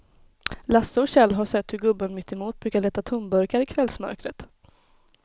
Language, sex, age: Swedish, female, 21